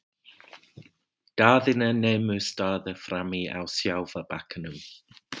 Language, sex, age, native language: Icelandic, male, 40-49, English